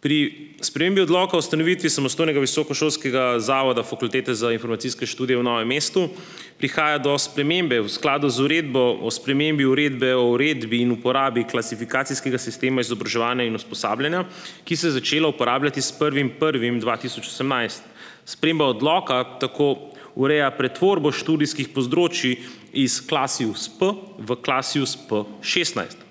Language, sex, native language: Slovenian, male, Slovenian